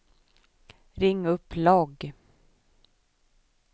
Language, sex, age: Swedish, female, 24